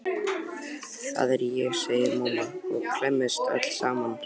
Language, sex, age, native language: Icelandic, male, 12, Icelandic